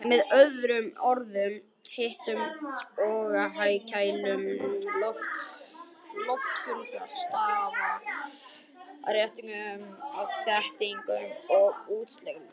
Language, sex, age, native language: Icelandic, female, 50-59, Icelandic